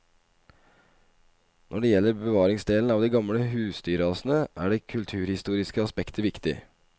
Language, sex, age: Norwegian, male, 25